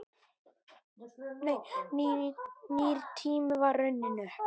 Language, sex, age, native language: Icelandic, male, 8, Icelandic